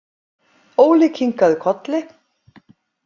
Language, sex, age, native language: Icelandic, female, 50-59, Icelandic